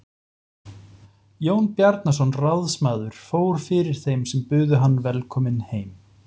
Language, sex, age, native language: Icelandic, male, 40-49, Icelandic